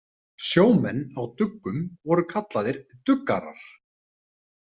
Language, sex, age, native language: Icelandic, male, 30-39, Icelandic